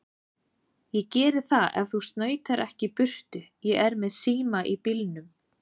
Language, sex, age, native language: Icelandic, female, 40-49, Icelandic